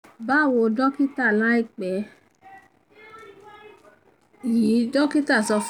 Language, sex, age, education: Yoruba, female, 30-45, tertiary